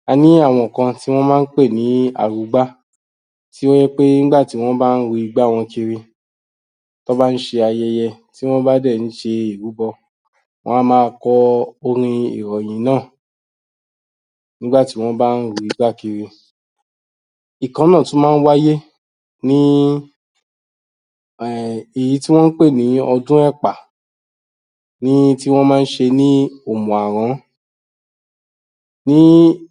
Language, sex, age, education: Yoruba, male, 30-45, tertiary